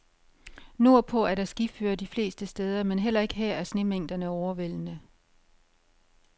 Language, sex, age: Danish, female, 51